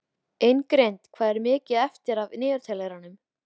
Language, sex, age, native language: Icelandic, female, 13, Icelandic